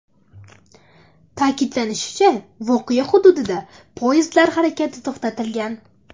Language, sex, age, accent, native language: Uzbek, female, under 19, Andijon, Uzbek